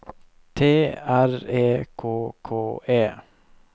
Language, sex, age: Norwegian, male, 21